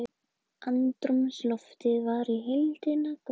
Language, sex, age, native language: Icelandic, female, 20-29, Icelandic